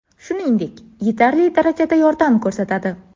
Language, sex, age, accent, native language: Uzbek, female, 18-24, Navoiy, Uzbek